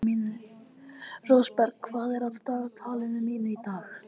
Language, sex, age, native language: Icelandic, male, 18-19, Icelandic